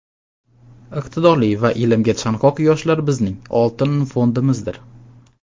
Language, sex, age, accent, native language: Uzbek, male, 19-29, Andijon, Uzbek